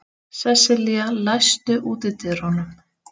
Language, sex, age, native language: Icelandic, female, 30-39, Icelandic